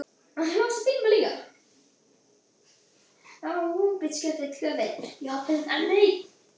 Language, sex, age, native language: Icelandic, other, 18-19, Icelandic